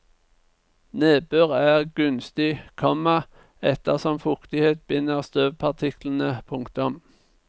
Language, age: Norwegian, 49